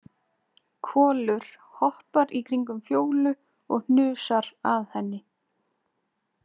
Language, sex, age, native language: Icelandic, female, 20-29, Icelandic